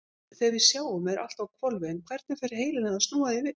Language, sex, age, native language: Icelandic, female, 50-59, Icelandic